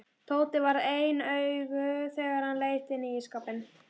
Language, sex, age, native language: Icelandic, female, 12, Icelandic